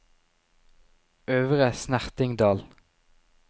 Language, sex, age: Norwegian, male, 19